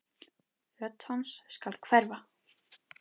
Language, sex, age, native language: Icelandic, female, 10, Icelandic